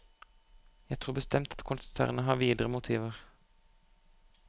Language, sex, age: Norwegian, male, 25